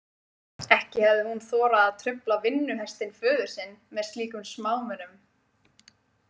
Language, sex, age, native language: Icelandic, female, 20-29, Icelandic